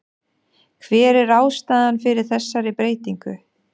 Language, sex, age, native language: Icelandic, male, 12, Danish